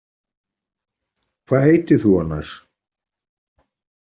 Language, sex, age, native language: Icelandic, male, 40-49, Icelandic